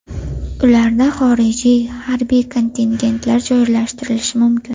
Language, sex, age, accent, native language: Uzbek, female, 18-24, Farg'ona, Uzbek